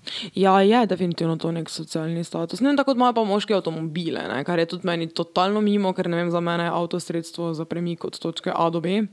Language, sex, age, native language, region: Slovenian, female, 18-29, Slovenian, Drava region